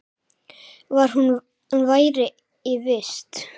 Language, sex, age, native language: Icelandic, female, 7, Icelandic